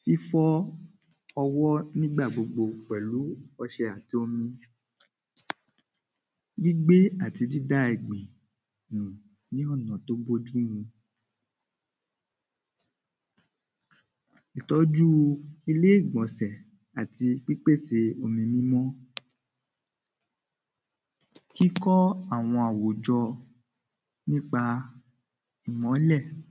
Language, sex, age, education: Yoruba, male, 15-29, primary